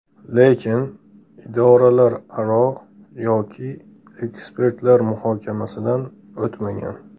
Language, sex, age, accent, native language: Uzbek, male, 18-24, Andijon, Uzbek